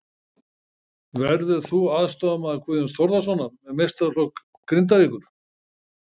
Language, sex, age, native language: Icelandic, male, 60-69, Icelandic